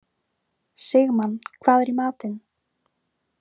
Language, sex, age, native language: Icelandic, female, 18-19, Icelandic